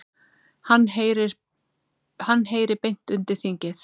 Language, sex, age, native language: Icelandic, male, 9, Icelandic